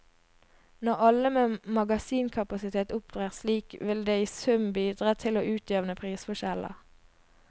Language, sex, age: Norwegian, female, 22